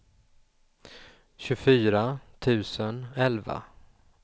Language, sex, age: Swedish, male, 44